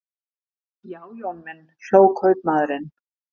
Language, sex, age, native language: Icelandic, female, 50-59, Icelandic